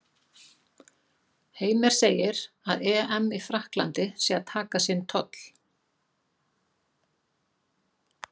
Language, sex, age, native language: Icelandic, female, 50-59, Icelandic